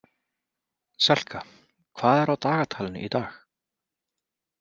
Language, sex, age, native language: Icelandic, male, 30-39, Icelandic